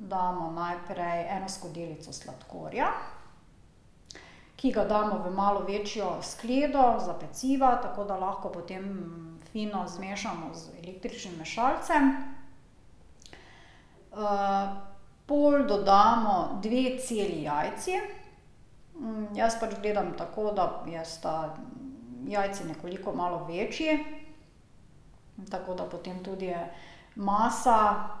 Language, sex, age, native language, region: Slovenian, female, 50-59, Slovenian, Drava region